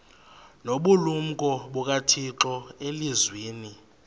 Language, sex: Xhosa, male